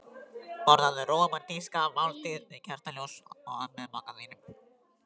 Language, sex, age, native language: Icelandic, male, 12, Icelandic